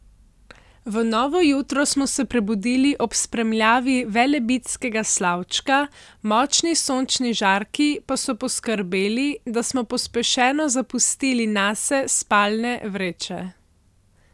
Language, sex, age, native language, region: Slovenian, female, 18-29, Slovenian, Central Slovenia